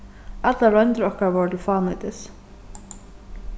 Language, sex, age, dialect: Faroese, female, 36-60, Suðurstreymoy